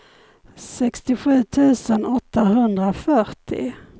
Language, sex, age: Swedish, female, 51